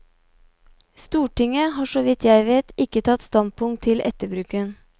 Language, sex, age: Norwegian, female, 29